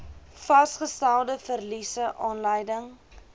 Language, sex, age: Afrikaans, female, 21